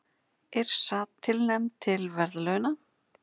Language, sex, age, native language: Icelandic, female, 40-49, Icelandic